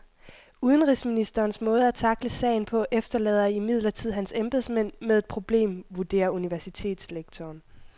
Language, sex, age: Danish, female, 21